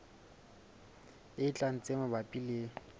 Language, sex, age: Southern Sotho, male, 20